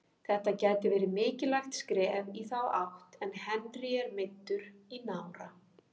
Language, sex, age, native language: Icelandic, female, 50-59, Icelandic